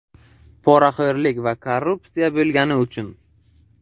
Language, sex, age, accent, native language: Uzbek, male, 18-24, Buxoro, Uzbek